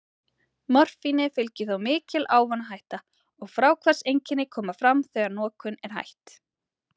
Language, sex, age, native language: Icelandic, female, 30-39, Icelandic